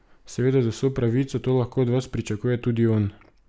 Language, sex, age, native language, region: Slovenian, male, 18-29, Slovenian, Drava region